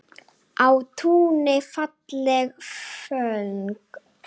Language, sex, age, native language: Icelandic, female, 9, Icelandic